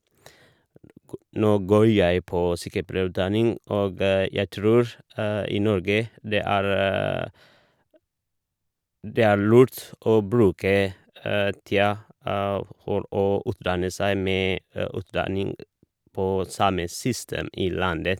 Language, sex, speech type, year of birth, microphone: Norwegian, male, spontaneous, 1978, Shure